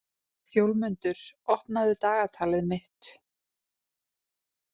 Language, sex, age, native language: Icelandic, female, 20-29, Icelandic